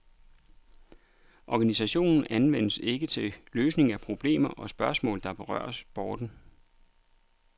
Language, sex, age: Danish, male, 39